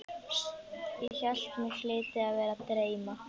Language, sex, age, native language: Icelandic, male, 11, Icelandic